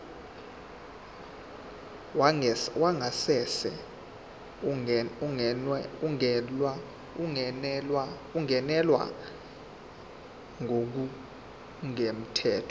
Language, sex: Zulu, male